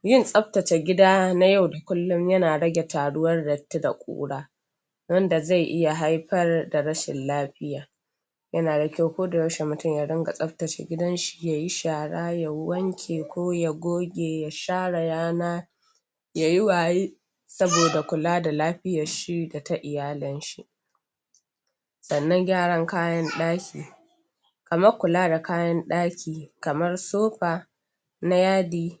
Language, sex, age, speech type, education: Hausa, female, 46-60, spontaneous, tertiary